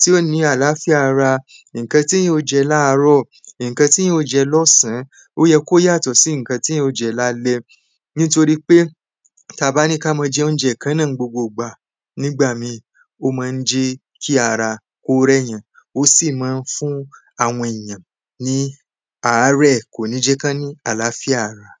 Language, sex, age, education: Yoruba, male, 15-29, tertiary